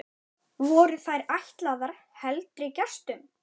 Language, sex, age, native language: Icelandic, male, 9, Icelandic